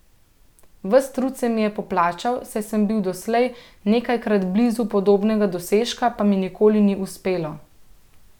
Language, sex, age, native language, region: Slovenian, female, 30-49, Slovenian, Central Slovenia